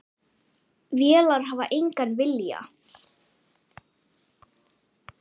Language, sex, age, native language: Icelandic, male, 10, Icelandic